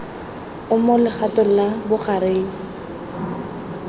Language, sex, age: Tswana, female, 20